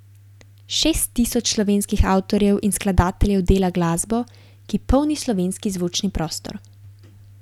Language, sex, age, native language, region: Slovenian, female, 18-29, Slovenian, Gorenjska region